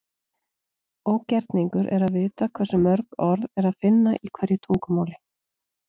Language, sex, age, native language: Icelandic, female, 40-49, Icelandic